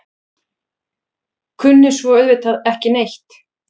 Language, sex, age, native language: Icelandic, female, 40-49, Icelandic